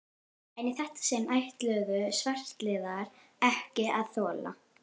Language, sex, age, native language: Icelandic, female, 12, Icelandic